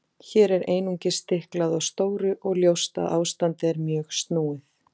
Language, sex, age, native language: Icelandic, female, 40-49, Icelandic